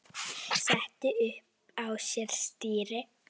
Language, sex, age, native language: Icelandic, female, 9, Icelandic